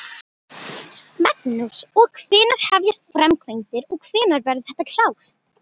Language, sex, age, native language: Icelandic, female, 12, Icelandic